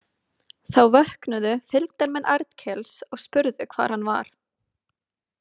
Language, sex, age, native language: Icelandic, female, 20-29, Icelandic